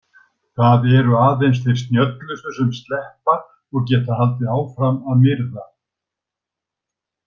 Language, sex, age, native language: Icelandic, male, 60-69, Icelandic